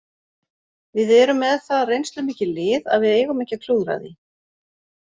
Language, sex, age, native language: Icelandic, female, 40-49, Icelandic